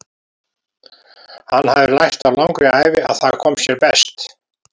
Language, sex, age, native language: Icelandic, male, 70-79, Icelandic